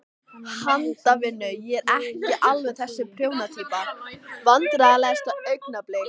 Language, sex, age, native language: Icelandic, female, 14, Icelandic